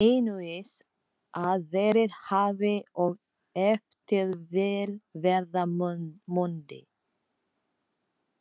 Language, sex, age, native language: Icelandic, female, 40-49, Filipino